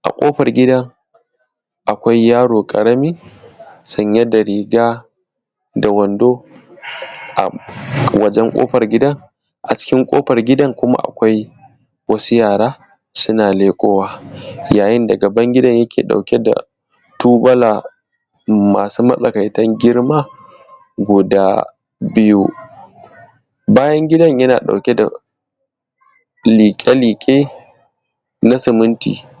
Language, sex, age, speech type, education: Hausa, male, 15-29, spontaneous, tertiary